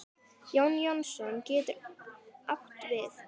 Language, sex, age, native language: Icelandic, female, 10, Icelandic